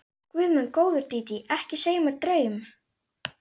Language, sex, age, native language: Icelandic, female, 11, Icelandic